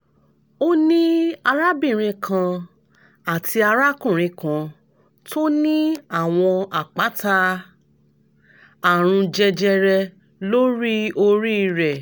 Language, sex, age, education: Yoruba, female, 30-45, tertiary